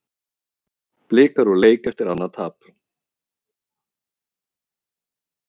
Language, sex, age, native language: Icelandic, male, 30-39, Icelandic